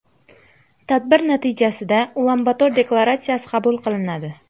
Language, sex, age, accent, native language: Uzbek, female, 25-34, Namangan, Uzbek